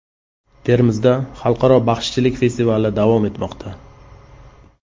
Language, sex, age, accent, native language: Uzbek, male, 35+, Qashqadaryo, Uzbek